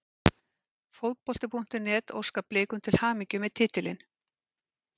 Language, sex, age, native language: Icelandic, female, 50-59, Icelandic